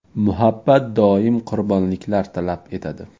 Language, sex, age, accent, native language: Uzbek, male, 18-24, Toshkent viloyati, Uzbek